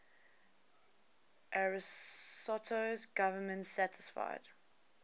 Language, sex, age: English, female, 20